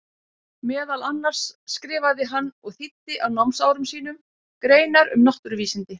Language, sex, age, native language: Icelandic, female, 50-59, Icelandic